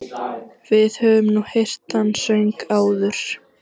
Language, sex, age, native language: Icelandic, female, 14, Icelandic